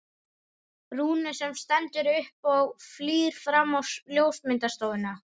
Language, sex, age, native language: Icelandic, male, 11, Icelandic